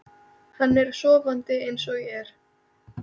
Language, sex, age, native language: Icelandic, female, 13, Icelandic